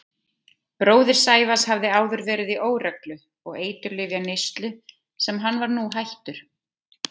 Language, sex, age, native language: Icelandic, female, 30-39, Icelandic